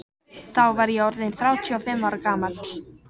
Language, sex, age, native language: Icelandic, female, 14, Icelandic